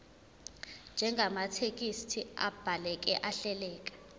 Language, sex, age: Zulu, female, 21